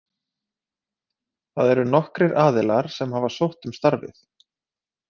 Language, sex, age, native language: Icelandic, male, 30-39, Icelandic